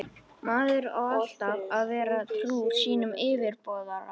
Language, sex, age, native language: Icelandic, female, 13, Icelandic